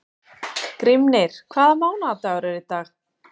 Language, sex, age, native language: Icelandic, female, 40-49, Icelandic